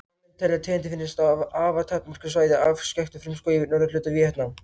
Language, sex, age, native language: Icelandic, other, 18-19, Icelandic